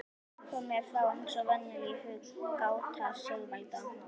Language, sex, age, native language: Icelandic, female, 11, Icelandic